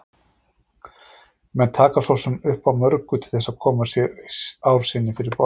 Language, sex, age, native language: Icelandic, male, 40-49, Icelandic